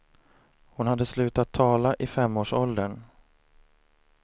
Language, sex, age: Swedish, male, 30